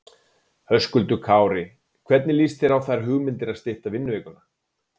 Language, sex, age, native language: Icelandic, male, 40-49, Icelandic